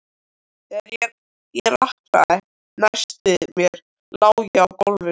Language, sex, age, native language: Icelandic, male, 13, Icelandic